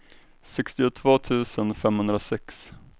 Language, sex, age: Swedish, male, 21